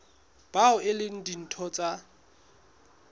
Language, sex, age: Southern Sotho, male, 21